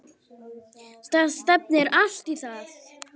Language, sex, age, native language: Icelandic, female, 9, Icelandic